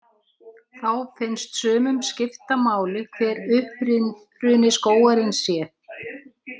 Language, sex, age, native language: Icelandic, female, 60-69, Icelandic